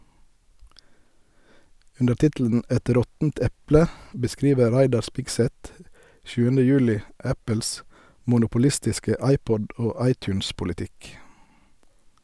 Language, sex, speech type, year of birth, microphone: Norwegian, male, read, 1971, Sennheiser